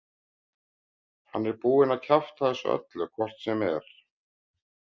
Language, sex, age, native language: Icelandic, male, 50-59, Icelandic